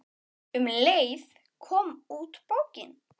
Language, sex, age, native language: Icelandic, male, 9, Icelandic